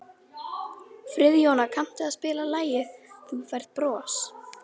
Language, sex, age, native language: Icelandic, female, 11, Icelandic